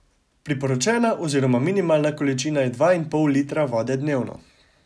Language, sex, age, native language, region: Slovenian, male, 18-29, Slovenian, Savinja region